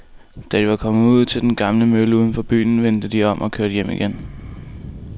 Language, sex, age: Danish, male, 19